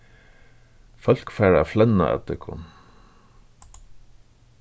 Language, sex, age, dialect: Faroese, male, 36-60, Suðurstreymoy